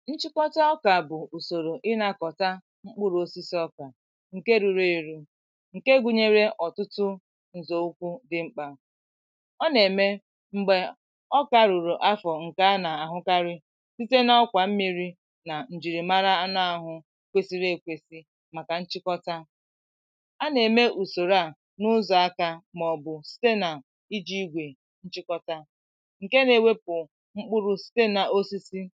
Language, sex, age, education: Igbo, female, 15-29, tertiary